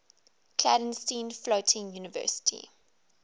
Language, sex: English, female